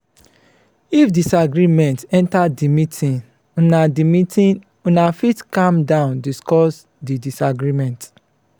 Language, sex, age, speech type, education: Nigerian Pidgin, male, 30-45, spontaneous, tertiary